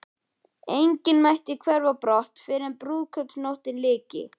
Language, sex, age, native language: Icelandic, male, 11, Icelandic